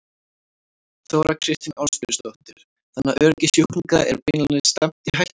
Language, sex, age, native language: Icelandic, female, 18-19, Icelandic